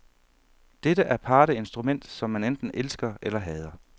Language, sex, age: Danish, male, 31